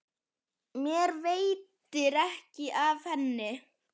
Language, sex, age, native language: Icelandic, male, 10, Icelandic